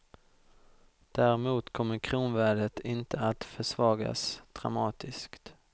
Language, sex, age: Swedish, male, 32